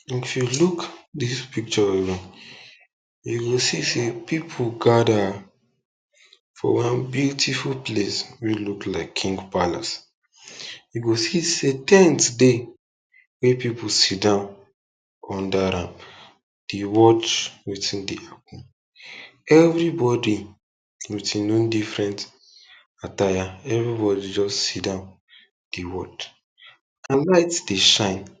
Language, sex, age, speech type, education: Nigerian Pidgin, male, 15-29, spontaneous, tertiary